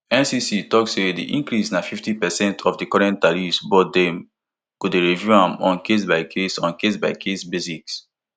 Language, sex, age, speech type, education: Nigerian Pidgin, male, 15-29, spontaneous, tertiary